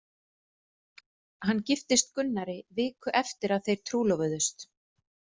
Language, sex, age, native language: Icelandic, female, 40-49, Icelandic